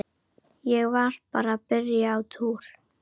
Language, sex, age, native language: Icelandic, female, 12, Icelandic